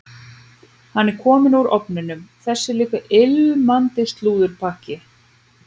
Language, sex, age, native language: Icelandic, female, 30-39, Icelandic